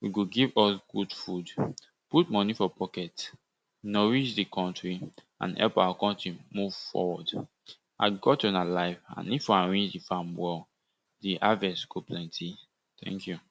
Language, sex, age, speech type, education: Nigerian Pidgin, male, 15-29, spontaneous, tertiary